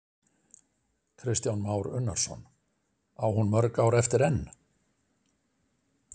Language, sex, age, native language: Icelandic, male, 60-69, Icelandic